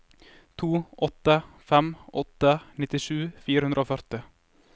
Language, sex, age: Norwegian, male, 21